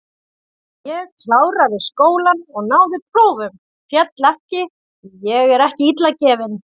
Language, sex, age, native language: Icelandic, female, 40-49, Icelandic